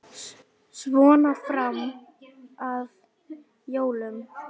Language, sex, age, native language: Icelandic, female, 10, Lithuanian